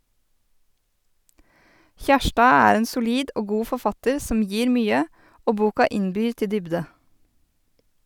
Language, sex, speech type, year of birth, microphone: Norwegian, female, read, 1986, Sennheiser